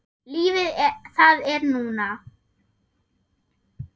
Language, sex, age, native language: Icelandic, female, 8, German